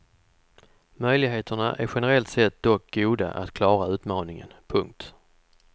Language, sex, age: Swedish, male, 44